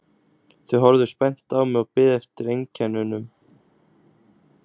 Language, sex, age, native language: Icelandic, male, 20-29, Icelandic